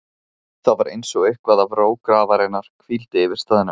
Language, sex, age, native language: Icelandic, male, 15, Icelandic